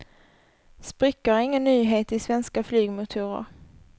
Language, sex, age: Swedish, female, 24